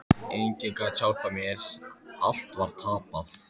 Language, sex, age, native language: Icelandic, male, 14, Icelandic